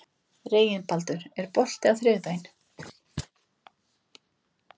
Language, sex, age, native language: Icelandic, female, 20-29, Icelandic